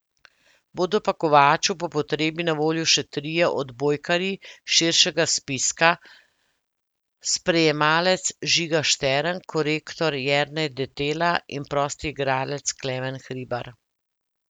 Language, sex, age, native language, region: Slovenian, female, 50-59, Slovenian, Central Slovenia